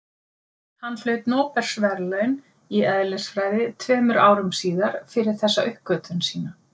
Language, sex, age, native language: Icelandic, female, 50-59, Icelandic